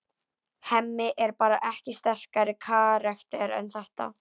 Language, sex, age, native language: Icelandic, female, 11, Icelandic